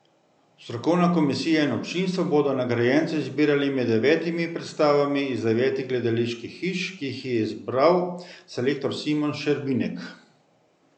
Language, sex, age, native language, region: Slovenian, male, 50-59, Slovenian, Central Slovenia